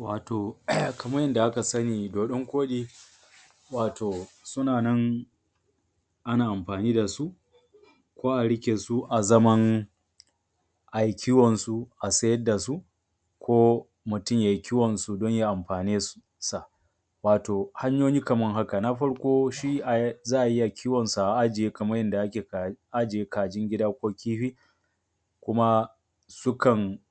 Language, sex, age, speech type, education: Hausa, male, 30-45, spontaneous, tertiary